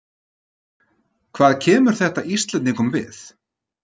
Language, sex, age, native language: Icelandic, male, 30-39, Icelandic